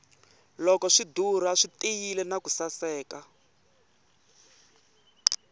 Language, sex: Tsonga, male